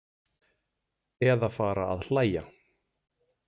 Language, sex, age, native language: Icelandic, male, 40-49, Icelandic